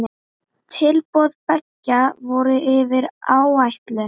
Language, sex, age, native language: Icelandic, female, 9, Icelandic